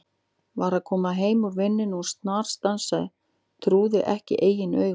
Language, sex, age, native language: Icelandic, female, 40-49, Icelandic